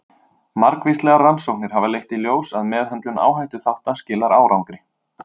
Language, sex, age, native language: Icelandic, male, 30-39, Icelandic